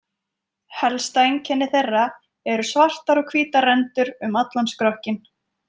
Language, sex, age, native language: Icelandic, female, 20-29, Icelandic